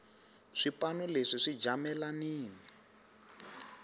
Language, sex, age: Tsonga, male, 19